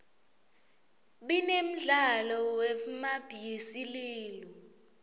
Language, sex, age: Swati, female, 20